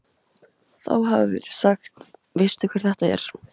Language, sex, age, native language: Icelandic, female, 17, Icelandic